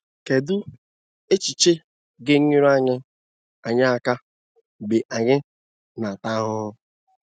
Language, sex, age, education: Igbo, male, 15-29, tertiary